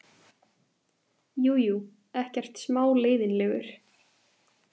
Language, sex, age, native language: Icelandic, female, 18-19, Icelandic